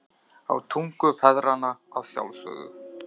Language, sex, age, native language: Icelandic, male, 30-39, Icelandic